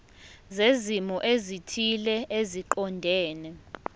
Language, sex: Zulu, female